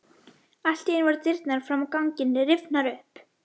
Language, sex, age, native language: Icelandic, female, 11, Icelandic